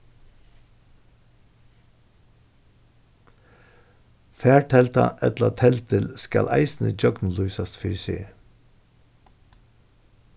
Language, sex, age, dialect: Faroese, male, 61+, Suðurstreymoy